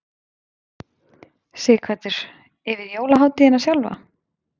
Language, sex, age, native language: Icelandic, female, 20-29, Icelandic